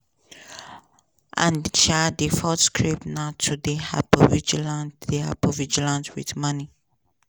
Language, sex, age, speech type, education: Nigerian Pidgin, female, 15-29, spontaneous, tertiary